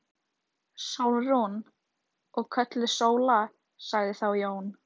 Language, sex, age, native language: Icelandic, female, 13, Icelandic